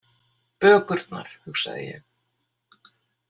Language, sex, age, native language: Icelandic, female, 60-69, Icelandic